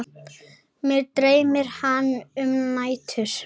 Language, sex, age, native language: Icelandic, female, 10, Icelandic